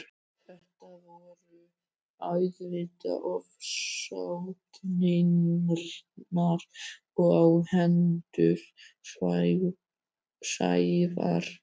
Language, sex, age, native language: Icelandic, male, 12, Icelandic